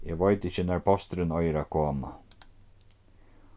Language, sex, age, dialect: Faroese, male, 36-60, Norðurstreymoy/Eysturoy